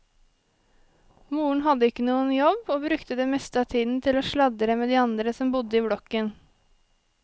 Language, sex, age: Norwegian, female, 23